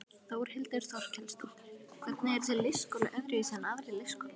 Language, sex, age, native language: Icelandic, female, 12, Icelandic